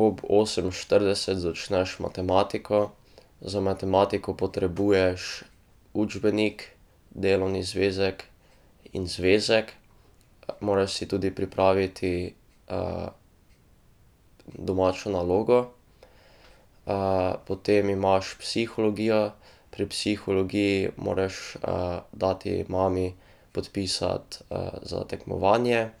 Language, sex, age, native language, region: Slovenian, male, 12-17, Slovenian, Drava region